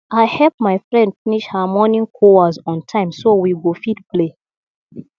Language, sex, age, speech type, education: Nigerian Pidgin, female, 30-45, spontaneous, tertiary